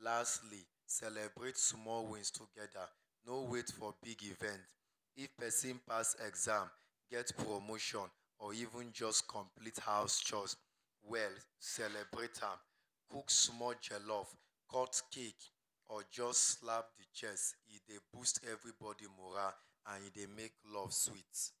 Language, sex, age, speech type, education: Nigerian Pidgin, male, 30-45, spontaneous, tertiary